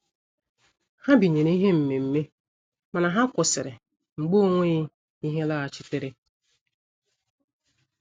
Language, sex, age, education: Igbo, female, 30-45, tertiary